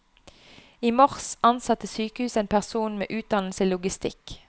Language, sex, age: Norwegian, female, 29